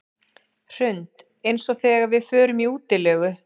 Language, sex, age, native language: Icelandic, female, 11, Icelandic